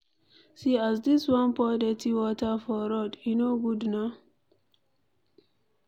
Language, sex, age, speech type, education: Nigerian Pidgin, female, 60+, read, secondary